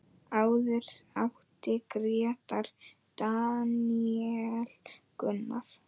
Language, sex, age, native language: Icelandic, male, 9, Icelandic